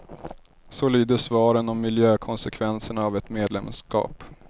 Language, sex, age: Swedish, male, 30